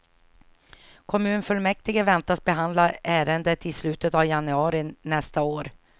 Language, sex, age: Swedish, female, 49